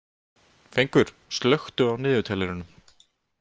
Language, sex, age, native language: Icelandic, male, 20-29, Icelandic